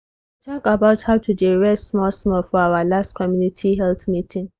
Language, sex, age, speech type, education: Nigerian Pidgin, female, 15-29, spontaneous, tertiary